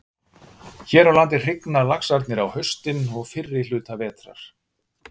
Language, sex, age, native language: Icelandic, male, 50-59, Icelandic